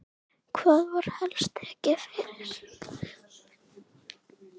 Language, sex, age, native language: Icelandic, female, 9, Icelandic